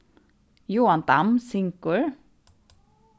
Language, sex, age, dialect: Faroese, female, 36-60, Suðurstreymoy